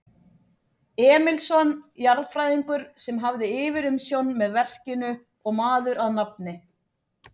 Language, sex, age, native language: Icelandic, female, 40-49, Icelandic